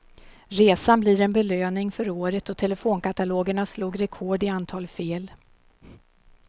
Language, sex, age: Swedish, female, 52